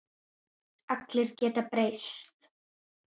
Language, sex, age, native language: Icelandic, female, 9, Icelandic